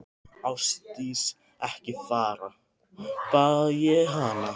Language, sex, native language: Icelandic, other, Thai